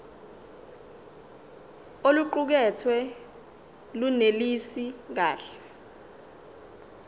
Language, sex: Zulu, female